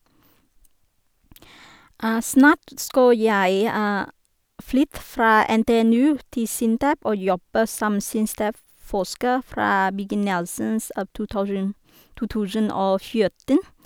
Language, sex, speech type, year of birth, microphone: Norwegian, female, spontaneous, 1983, Sennheiser